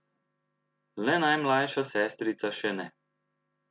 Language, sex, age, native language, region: Slovenian, male, 30-49, Slovenian, Central Slovenia